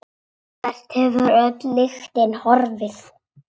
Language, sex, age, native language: Icelandic, female, 6, Icelandic